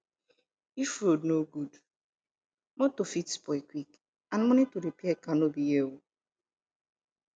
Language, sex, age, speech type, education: Nigerian Pidgin, female, 15-29, spontaneous, tertiary